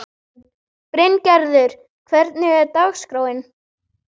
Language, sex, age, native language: Icelandic, male, 12, Icelandic